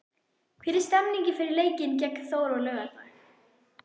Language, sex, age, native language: Icelandic, female, 11, Icelandic